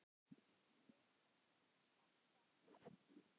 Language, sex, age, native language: Icelandic, male, 10, Icelandic